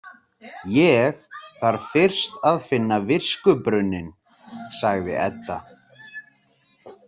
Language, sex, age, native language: Icelandic, male, 30-39, Icelandic